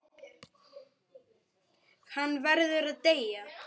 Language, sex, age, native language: Icelandic, male, 9, Icelandic